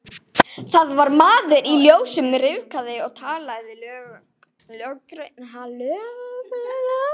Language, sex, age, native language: Icelandic, female, 11, Icelandic